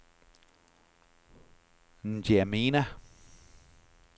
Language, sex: Danish, male